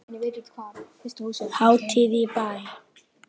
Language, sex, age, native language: Icelandic, male, 10, Icelandic